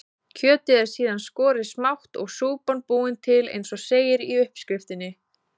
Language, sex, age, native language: Icelandic, female, 20-29, Icelandic